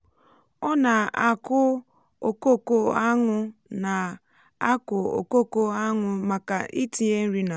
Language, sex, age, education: Igbo, female, 15-29, tertiary